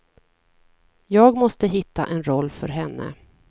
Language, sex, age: Swedish, female, 40